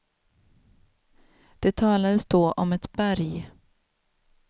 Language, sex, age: Swedish, female, 27